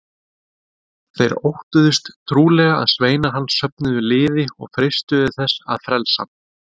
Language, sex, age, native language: Icelandic, male, 30-39, Icelandic